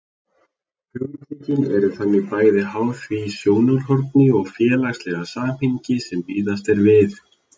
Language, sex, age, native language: Icelandic, male, 30-39, Icelandic